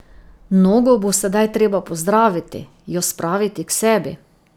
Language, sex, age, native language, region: Slovenian, female, 50-59, Slovenian, Drava region